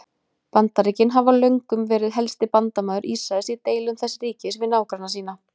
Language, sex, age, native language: Icelandic, female, 20-29, Icelandic